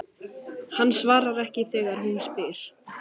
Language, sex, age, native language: Icelandic, male, 14, Icelandic